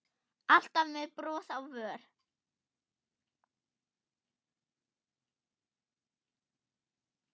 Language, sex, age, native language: Icelandic, female, 8, German